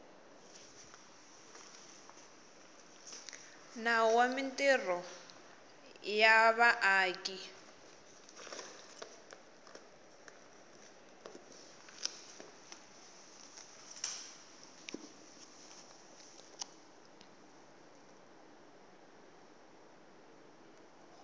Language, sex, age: Tsonga, female, 18